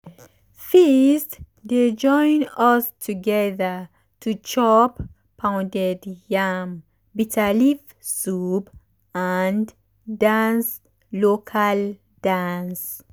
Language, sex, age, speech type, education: Nigerian Pidgin, female, 15-29, spontaneous, tertiary